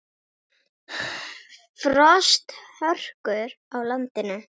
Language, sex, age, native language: Icelandic, female, 18-19, Icelandic